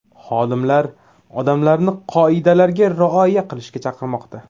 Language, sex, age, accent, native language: Uzbek, male, 18-24, Toshkent viloyati, Uzbek